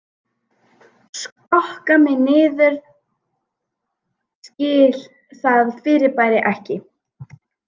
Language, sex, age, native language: Icelandic, female, 18-19, Icelandic